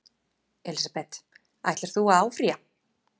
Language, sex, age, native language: Icelandic, female, 30-39, Icelandic